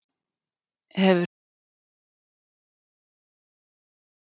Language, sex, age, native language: Icelandic, female, 40-49, Icelandic